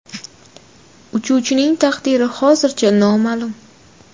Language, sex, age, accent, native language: Uzbek, female, 19-29, Toshkent shahri, Uzbek